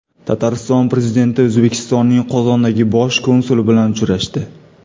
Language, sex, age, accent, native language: Uzbek, male, 25-34, Toshkent shahri, Uzbek